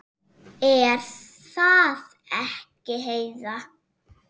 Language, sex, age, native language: Icelandic, female, 6, Icelandic